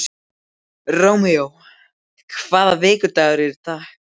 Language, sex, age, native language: Icelandic, male, 12, Icelandic